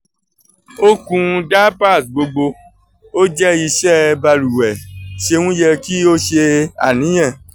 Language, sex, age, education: Yoruba, male, 30-45, tertiary